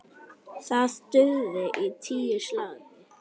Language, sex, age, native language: Icelandic, male, 10, Icelandic